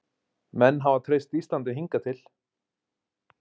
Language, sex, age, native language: Icelandic, male, 20-29, Icelandic